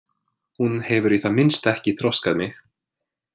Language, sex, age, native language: Icelandic, male, 20-29, English